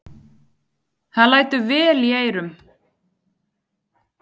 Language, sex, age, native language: Icelandic, female, 10, Icelandic